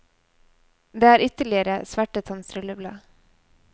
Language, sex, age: Norwegian, female, 24